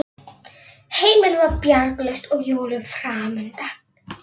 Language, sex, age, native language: Icelandic, female, 11, Polish